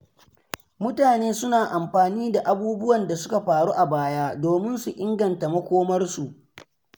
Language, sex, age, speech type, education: Hausa, male, 15-29, read, secondary